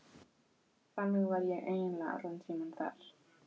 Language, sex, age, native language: Icelandic, female, 12, Icelandic